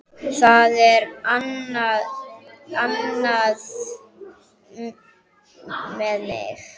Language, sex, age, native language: Icelandic, female, 10, Icelandic